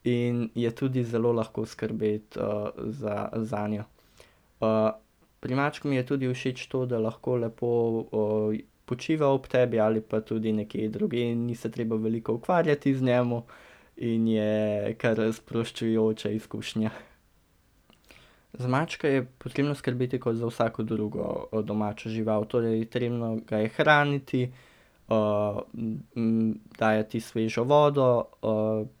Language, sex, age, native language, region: Slovenian, male, 18-29, Slovenian, Central Slovenia